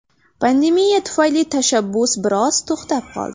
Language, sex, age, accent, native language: Uzbek, female, 12-17, Farg'ona, Uzbek